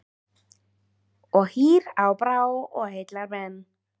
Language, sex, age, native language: Icelandic, female, 13, Icelandic